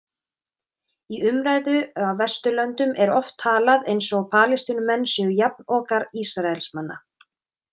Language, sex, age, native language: Icelandic, female, 30-39, Icelandic